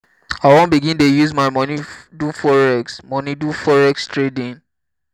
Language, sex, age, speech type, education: Nigerian Pidgin, male, 15-29, spontaneous, tertiary